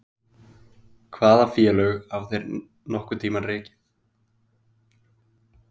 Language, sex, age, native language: Icelandic, male, 20-29, Icelandic